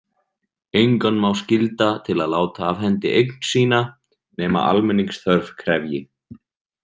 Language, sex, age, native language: Icelandic, male, 30-39, Icelandic